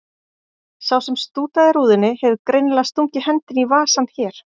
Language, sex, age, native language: Icelandic, female, 40-49, Icelandic